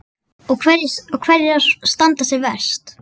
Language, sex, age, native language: Icelandic, female, 9, Icelandic